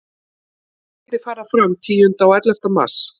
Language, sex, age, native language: Icelandic, female, 50-59, Icelandic